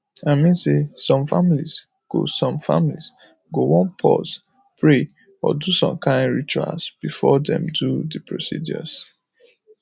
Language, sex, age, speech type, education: Nigerian Pidgin, male, 15-29, spontaneous, tertiary